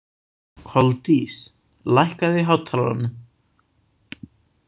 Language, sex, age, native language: Icelandic, male, 18-19, Icelandic